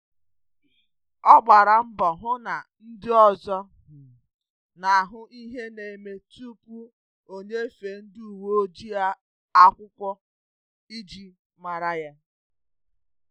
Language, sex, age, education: Igbo, female, 30-45, tertiary